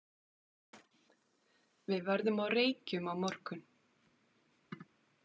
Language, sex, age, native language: Icelandic, female, 40-49, Icelandic